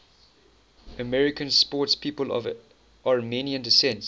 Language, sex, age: English, male, 19